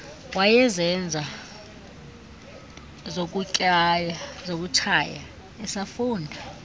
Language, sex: Xhosa, female